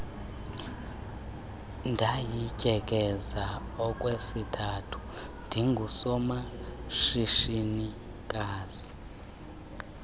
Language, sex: Xhosa, male